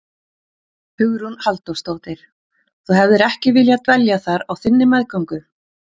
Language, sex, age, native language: Icelandic, female, 40-49, Icelandic